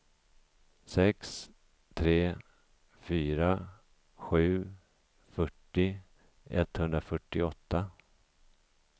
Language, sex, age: Swedish, male, 50